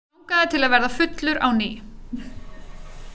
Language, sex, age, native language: Icelandic, female, 30-39, Icelandic